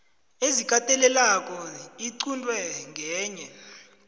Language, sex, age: South Ndebele, male, 20